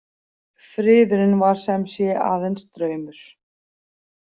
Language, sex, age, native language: Icelandic, female, 40-49, Icelandic